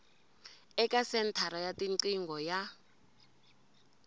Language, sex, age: Tsonga, female, 20